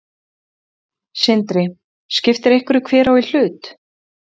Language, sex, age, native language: Icelandic, female, 30-39, Icelandic